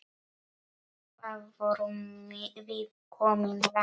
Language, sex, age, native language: Icelandic, male, 9, Polish